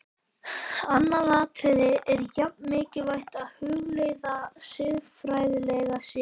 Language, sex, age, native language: Icelandic, male, 12, Icelandic